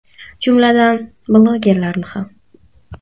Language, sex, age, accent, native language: Uzbek, female, 25-34, Buxoro, Uzbek